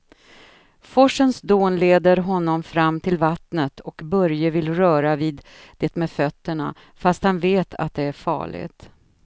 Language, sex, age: Swedish, female, 53